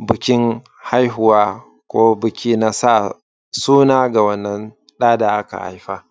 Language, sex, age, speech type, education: Hausa, male, 30-45, spontaneous, secondary